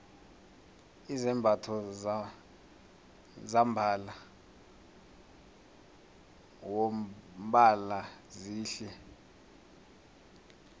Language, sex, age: South Ndebele, male, 21